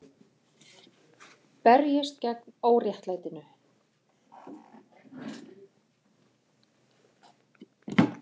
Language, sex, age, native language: Icelandic, female, 40-49, Icelandic